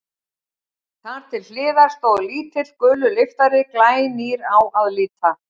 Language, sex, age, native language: Icelandic, female, 60-69, Icelandic